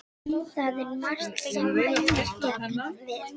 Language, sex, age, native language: Icelandic, female, 18-19, Icelandic